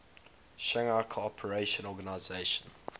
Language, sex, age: English, male, 22